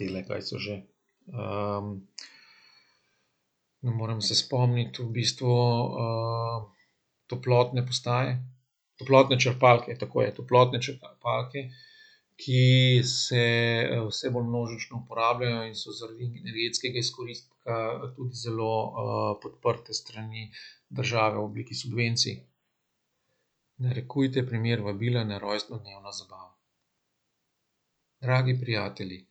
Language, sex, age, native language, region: Slovenian, male, 50-59, Slovenian, Central Slovenia